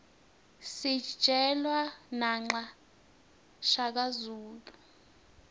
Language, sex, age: Swati, female, 19